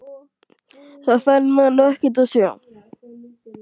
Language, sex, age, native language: Icelandic, female, 12, Icelandic